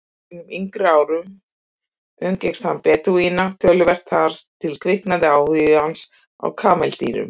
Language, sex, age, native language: Icelandic, female, 50-59, Icelandic